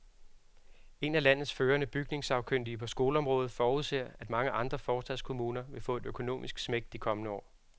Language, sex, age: Danish, male, 36